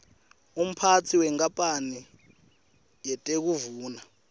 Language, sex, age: Swati, male, 19